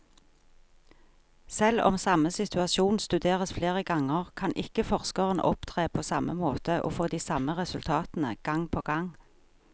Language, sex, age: Norwegian, female, 43